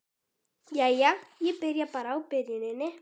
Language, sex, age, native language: Icelandic, female, 12, Icelandic